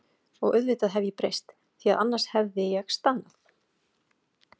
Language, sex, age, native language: Icelandic, female, 40-49, Icelandic